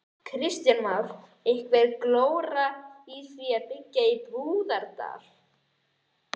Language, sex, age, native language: Icelandic, male, 11, Icelandic